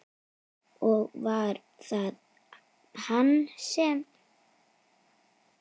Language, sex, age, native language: Icelandic, female, 9, Icelandic